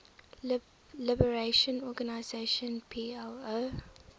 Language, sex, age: English, female, 23